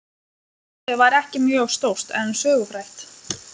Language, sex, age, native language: Icelandic, female, 20-29, Lithuanian